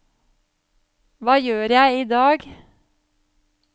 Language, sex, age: Norwegian, female, 35